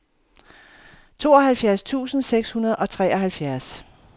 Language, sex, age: Danish, female, 51